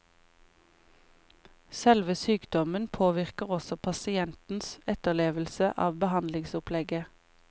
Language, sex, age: Norwegian, female, 28